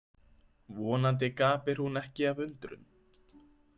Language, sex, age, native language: Icelandic, male, 20-29, Icelandic